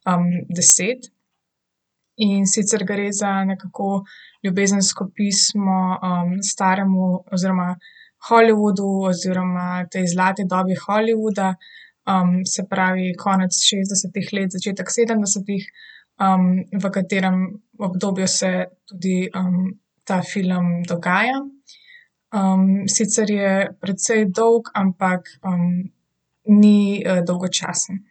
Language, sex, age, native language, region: Slovenian, female, 18-29, Slovenian, Southeast Slovenia